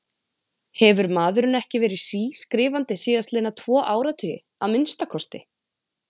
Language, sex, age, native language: Icelandic, female, 20-29, Icelandic